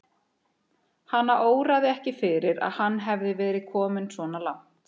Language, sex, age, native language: Icelandic, female, 30-39, Icelandic